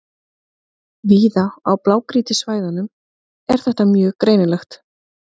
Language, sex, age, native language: Icelandic, female, 30-39, Icelandic